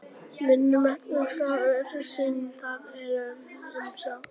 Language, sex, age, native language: Icelandic, female, 50-59, Icelandic